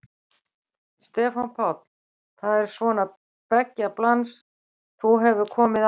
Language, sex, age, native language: Icelandic, female, 60-69, Icelandic